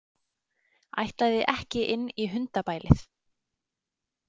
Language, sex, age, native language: Icelandic, female, 30-39, Icelandic